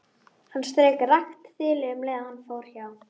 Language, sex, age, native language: Icelandic, female, 12, Icelandic